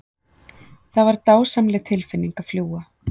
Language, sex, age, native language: Icelandic, female, 40-49, Icelandic